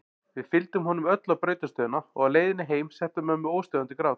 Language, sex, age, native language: Icelandic, male, 40-49, Icelandic